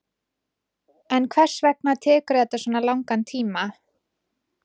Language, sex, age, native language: Icelandic, female, 20-29, Icelandic